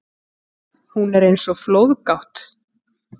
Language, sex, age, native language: Icelandic, female, 40-49, Icelandic